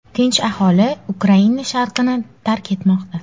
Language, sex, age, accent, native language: Uzbek, female, 18-24, Sirdaryo, Uzbek